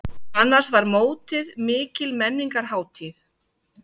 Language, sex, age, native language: Icelandic, female, 50-59, Icelandic